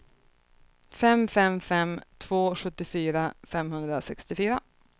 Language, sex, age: Swedish, female, 30